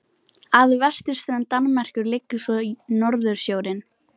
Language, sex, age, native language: Icelandic, female, 18-19, Icelandic